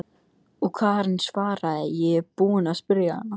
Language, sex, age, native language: Icelandic, male, 13, English